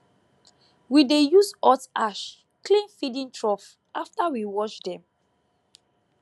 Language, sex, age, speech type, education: Nigerian Pidgin, female, 15-29, spontaneous, tertiary